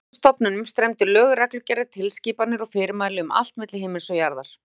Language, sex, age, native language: Icelandic, female, 40-49, Icelandic